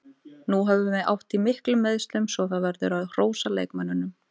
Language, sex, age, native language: Icelandic, female, 18-19, Icelandic